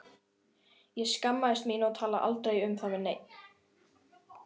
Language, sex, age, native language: Icelandic, female, 11, Icelandic